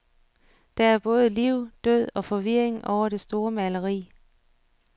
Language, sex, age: Danish, female, 47